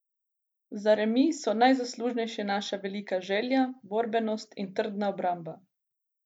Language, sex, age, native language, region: Slovenian, female, 18-29, Slovenian, Gorica region